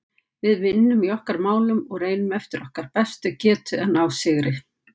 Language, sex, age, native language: Icelandic, female, 50-59, Icelandic